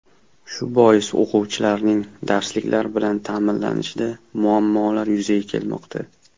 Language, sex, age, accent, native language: Uzbek, male, 19-29, Toshkent shahri, Uzbek